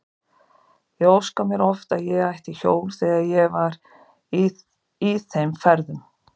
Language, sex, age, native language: Icelandic, female, 50-59, Icelandic